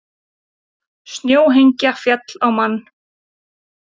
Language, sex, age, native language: Icelandic, female, 30-39, Icelandic